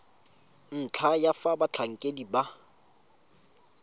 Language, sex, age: Tswana, male, 25